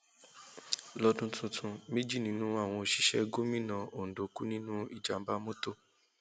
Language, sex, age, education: Yoruba, male, 15-29, tertiary